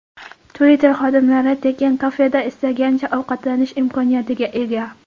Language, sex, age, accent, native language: Uzbek, female, 18-24, Qoraqalpog'iston, Karakalpak